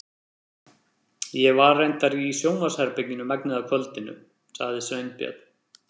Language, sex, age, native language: Icelandic, male, 30-39, Icelandic